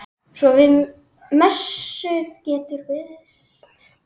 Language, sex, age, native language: Icelandic, male, 10, Icelandic